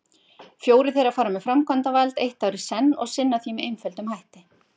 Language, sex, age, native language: Icelandic, female, 50-59, Icelandic